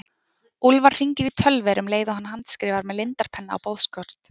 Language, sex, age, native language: Icelandic, female, 20-29, Icelandic